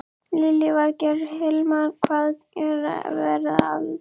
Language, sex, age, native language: Icelandic, female, 11, Icelandic